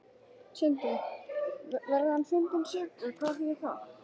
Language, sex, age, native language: Icelandic, male, 11, Icelandic